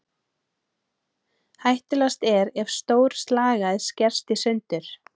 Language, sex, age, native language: Icelandic, female, 30-39, Icelandic